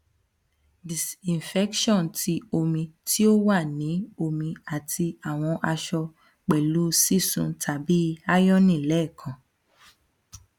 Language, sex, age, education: Yoruba, female, 15-29, tertiary